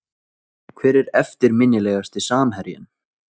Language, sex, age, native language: Icelandic, male, 20-29, Icelandic